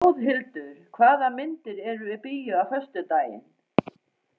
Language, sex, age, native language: Icelandic, female, 40-49, Faroese